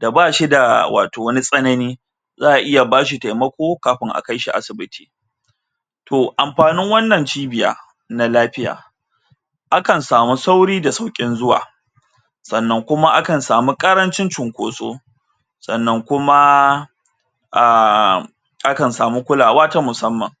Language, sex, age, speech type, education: Hausa, male, 30-45, spontaneous, tertiary